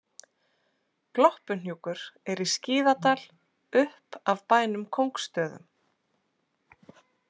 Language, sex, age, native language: Icelandic, female, 40-49, Icelandic